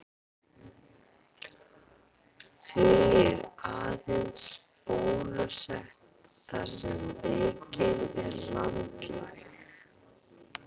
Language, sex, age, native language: Icelandic, female, 40-49, Icelandic